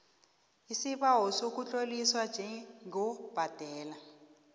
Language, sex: South Ndebele, female